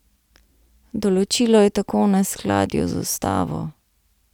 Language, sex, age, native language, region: Slovenian, female, 30-49, Slovenian, Central Slovenia